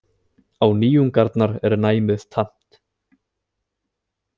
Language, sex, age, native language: Icelandic, male, 20-29, Icelandic